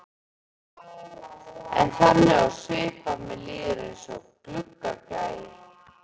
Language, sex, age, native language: Icelandic, male, 11, Icelandic